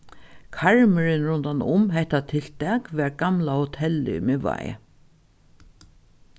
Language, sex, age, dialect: Faroese, female, 36-60, Norðuroyggjar